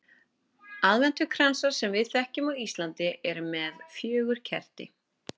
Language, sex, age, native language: Icelandic, female, 30-39, Icelandic